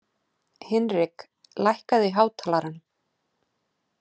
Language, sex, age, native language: Icelandic, female, 30-39, Icelandic